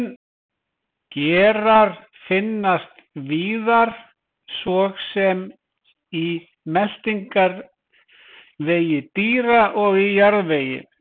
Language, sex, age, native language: Icelandic, male, 20-29, Icelandic